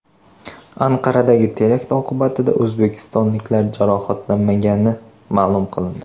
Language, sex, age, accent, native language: Uzbek, male, 18-24, Toshkent shahri, Uzbek